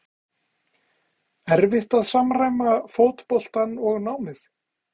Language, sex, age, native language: Icelandic, male, 40-49, Icelandic